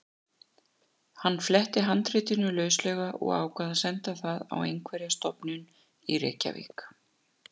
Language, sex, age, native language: Icelandic, female, 60-69, Icelandic